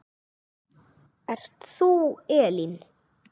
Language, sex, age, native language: Icelandic, male, 8, Icelandic